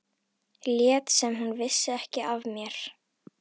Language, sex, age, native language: Icelandic, female, 11, Icelandic